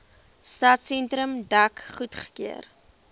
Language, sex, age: Afrikaans, female, 20